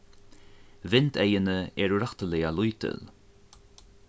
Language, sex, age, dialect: Faroese, male, 15-35, Norðuroyggjar